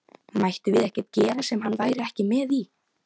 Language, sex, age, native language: Icelandic, female, 15, Icelandic